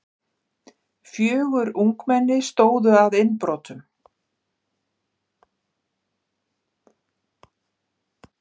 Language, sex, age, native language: Icelandic, female, 50-59, Icelandic